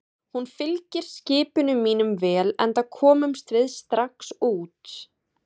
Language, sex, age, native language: Icelandic, female, 20-29, Icelandic